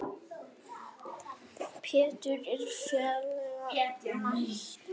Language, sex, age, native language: Icelandic, female, 8, Icelandic